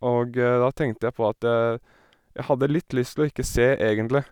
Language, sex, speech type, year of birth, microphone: Norwegian, male, spontaneous, 1987, Sennheiser